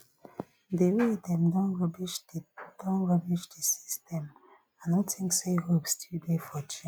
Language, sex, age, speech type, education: Nigerian Pidgin, female, 15-29, spontaneous, tertiary